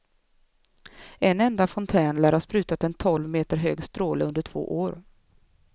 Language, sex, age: Swedish, female, 24